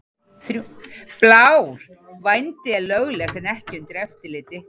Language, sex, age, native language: Icelandic, female, 40-49, Icelandic